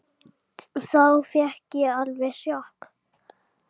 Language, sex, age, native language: Icelandic, female, 7, Icelandic